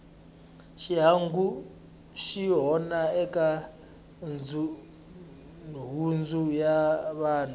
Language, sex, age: Tsonga, male, 20